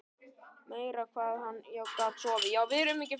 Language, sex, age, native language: Icelandic, male, 9, Icelandic